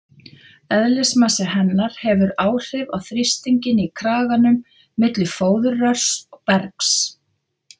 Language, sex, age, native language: Icelandic, female, 50-59, Icelandic